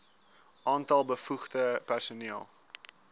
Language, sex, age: Afrikaans, male, 19